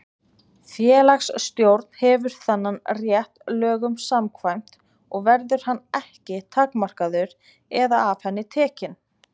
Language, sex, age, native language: Icelandic, female, 20-29, Icelandic